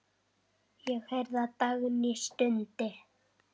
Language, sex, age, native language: Icelandic, male, 10, Icelandic